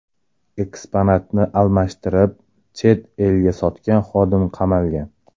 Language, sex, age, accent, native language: Uzbek, male, 18-24, Toshkent shahri, Uzbek